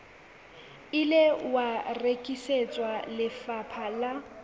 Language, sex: Southern Sotho, female